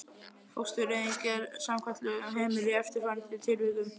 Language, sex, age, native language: Icelandic, male, 11, Icelandic